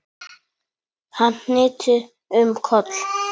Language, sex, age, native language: Icelandic, male, 9, Polish